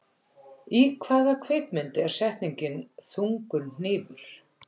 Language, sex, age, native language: Icelandic, female, 50-59, Icelandic